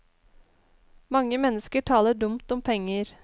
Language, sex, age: Norwegian, female, 21